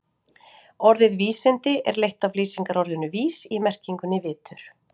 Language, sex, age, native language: Icelandic, female, 40-49, Icelandic